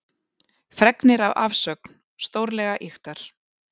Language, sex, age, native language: Icelandic, female, 40-49, Icelandic